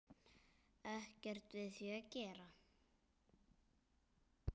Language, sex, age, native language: Icelandic, male, 9, Icelandic